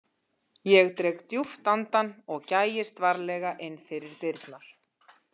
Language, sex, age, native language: Icelandic, female, 50-59, Icelandic